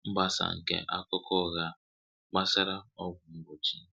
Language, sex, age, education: Igbo, male, 30-45, tertiary